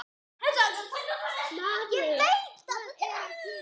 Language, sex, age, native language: Icelandic, female, 9, Icelandic